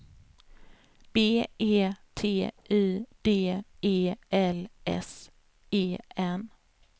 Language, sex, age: Swedish, female, 33